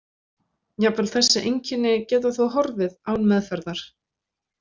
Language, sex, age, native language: Icelandic, female, 20-29, Icelandic